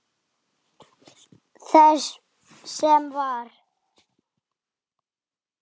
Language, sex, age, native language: Icelandic, female, 8, Icelandic